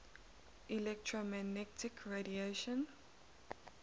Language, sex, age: English, female, 19